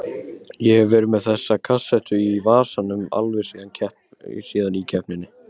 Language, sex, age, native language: Icelandic, male, 18-19, Icelandic